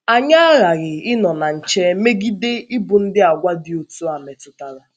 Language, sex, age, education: Igbo, female, 15-29, secondary